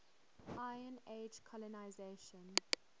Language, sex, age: English, female, 23